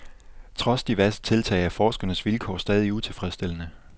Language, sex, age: Danish, male, 24